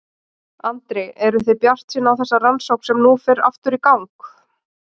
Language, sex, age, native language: Icelandic, female, 30-39, Icelandic